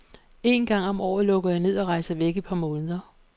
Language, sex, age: Danish, female, 48